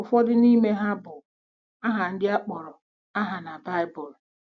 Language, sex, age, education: Igbo, female, 46-60, tertiary